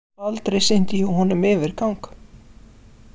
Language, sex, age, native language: Icelandic, female, 50-59, Icelandic